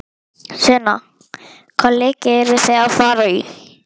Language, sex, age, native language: Icelandic, male, 11, Icelandic